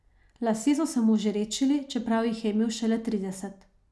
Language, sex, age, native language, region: Slovenian, female, 30-49, Slovenian, Savinja region